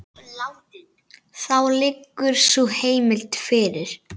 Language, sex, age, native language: Icelandic, male, 9, Icelandic